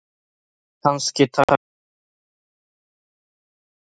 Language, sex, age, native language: Icelandic, male, 13, Polish